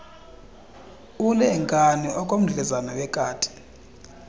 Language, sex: Xhosa, male